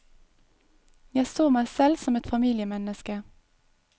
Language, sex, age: Norwegian, female, 22